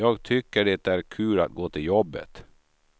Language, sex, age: Swedish, male, 53